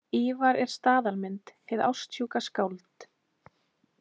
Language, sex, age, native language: Icelandic, female, 20-29, Icelandic